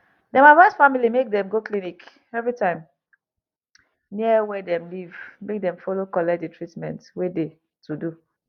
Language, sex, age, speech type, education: Nigerian Pidgin, female, 30-45, spontaneous, tertiary